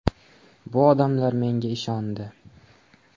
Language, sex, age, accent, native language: Uzbek, male, 18-24, Andijon, Uzbek